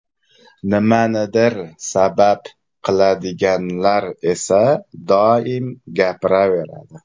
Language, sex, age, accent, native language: Uzbek, male, 25-34, Samarqand, Uzbek